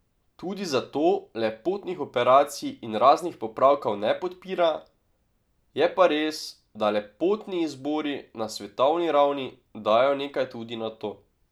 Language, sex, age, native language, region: Slovenian, male, 18-29, Slovenian, Drava region